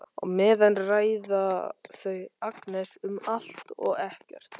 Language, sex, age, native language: Icelandic, male, 13, Icelandic